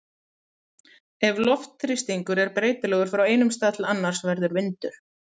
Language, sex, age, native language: Icelandic, female, 30-39, Icelandic